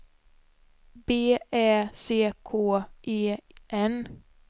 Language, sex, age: Swedish, female, 26